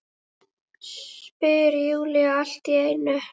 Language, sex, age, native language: Icelandic, female, 8, Icelandic